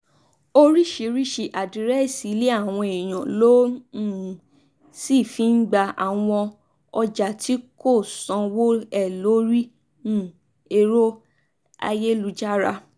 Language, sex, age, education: Yoruba, female, 15-29, tertiary